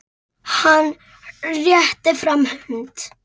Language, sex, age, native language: Icelandic, female, 7, Icelandic